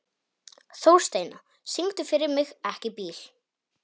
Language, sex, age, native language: Icelandic, male, 18-19, Polish